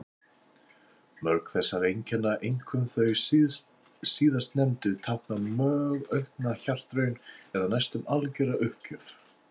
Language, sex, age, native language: Icelandic, male, 60-69, Icelandic